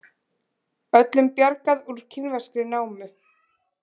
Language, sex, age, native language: Icelandic, female, 20-29, Icelandic